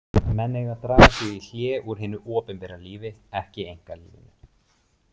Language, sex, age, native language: Icelandic, male, 20-29, Icelandic